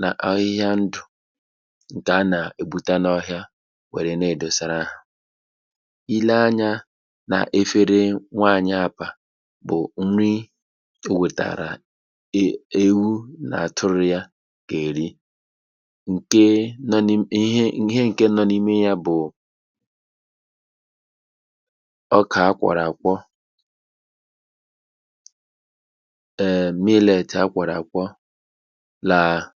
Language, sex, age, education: Igbo, male, 30-45, tertiary